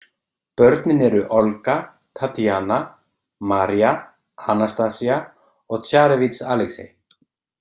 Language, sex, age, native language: Icelandic, male, 30-39, Icelandic